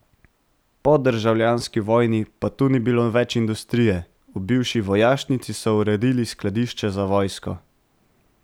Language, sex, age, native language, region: Slovenian, male, 18-29, Slovenian, Central Slovenia